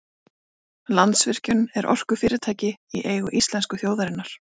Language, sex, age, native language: Icelandic, female, 40-49, Icelandic